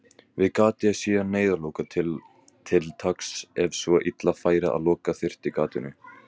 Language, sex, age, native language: Icelandic, male, 18-19, Icelandic